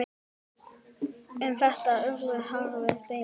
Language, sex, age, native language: Icelandic, male, 10, Icelandic